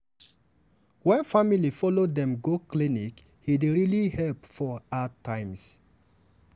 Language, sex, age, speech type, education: Nigerian Pidgin, male, 15-29, spontaneous, tertiary